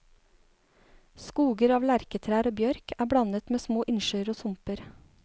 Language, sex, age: Norwegian, female, 36